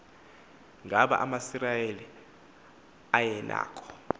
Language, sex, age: Xhosa, male, 24